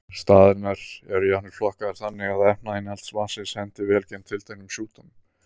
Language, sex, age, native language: Icelandic, male, 30-39, Icelandic